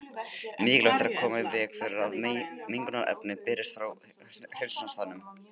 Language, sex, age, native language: Icelandic, male, 18-19, Icelandic